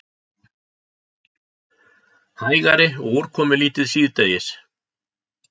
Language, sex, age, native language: Icelandic, male, 60-69, Icelandic